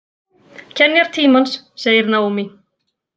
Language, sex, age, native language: Icelandic, female, 40-49, Icelandic